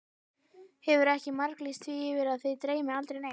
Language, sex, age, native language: Icelandic, female, 13, Icelandic